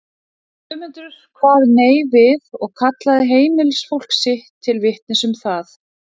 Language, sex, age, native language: Icelandic, female, 40-49, Icelandic